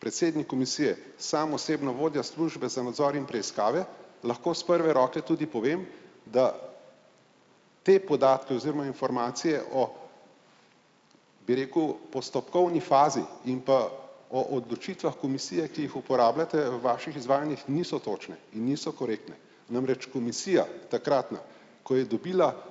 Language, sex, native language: Slovenian, male, Slovenian